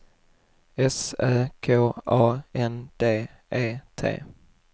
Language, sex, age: Swedish, male, 21